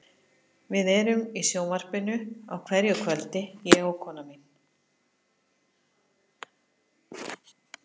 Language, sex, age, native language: Icelandic, female, 50-59, Icelandic